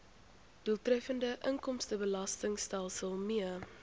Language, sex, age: Afrikaans, female, 21